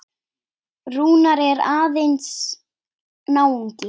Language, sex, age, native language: Icelandic, female, 9, Icelandic